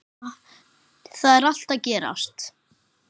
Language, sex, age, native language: Icelandic, male, 9, Icelandic